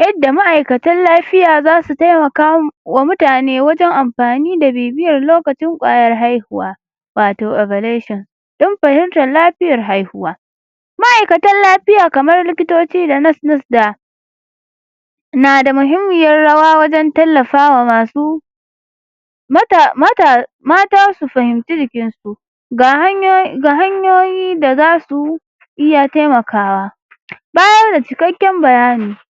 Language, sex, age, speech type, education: Hausa, female, 46-60, spontaneous, secondary